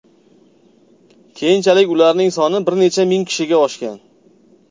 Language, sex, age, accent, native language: Uzbek, male, 30-39, Farg'ona, Uzbek